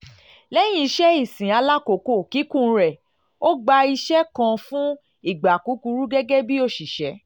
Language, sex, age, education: Yoruba, female, 30-45, tertiary